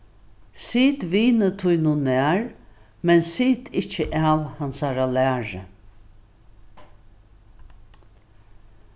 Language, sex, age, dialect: Faroese, female, 61+, Norðuroyggjar